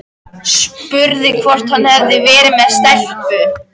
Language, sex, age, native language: Icelandic, male, 13, Icelandic